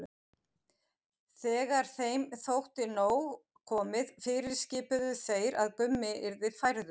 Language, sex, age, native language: Icelandic, female, 50-59, Icelandic